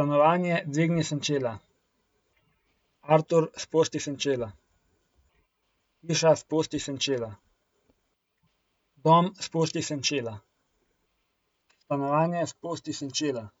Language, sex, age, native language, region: Slovenian, male, 18-29, Slovenian, Coastal Karst region